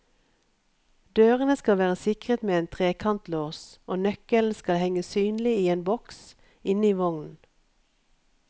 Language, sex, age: Norwegian, female, 51